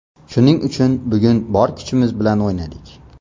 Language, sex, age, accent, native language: Uzbek, male, under 19, Xorazm, Uzbek